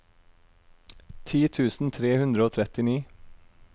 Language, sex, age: Norwegian, male, 32